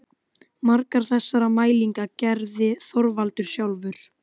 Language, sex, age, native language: Icelandic, female, 12, Icelandic